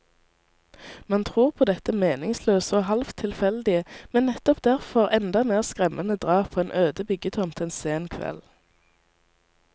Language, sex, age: Norwegian, female, 19